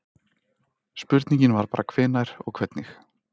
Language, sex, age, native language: Icelandic, male, 30-39, Icelandic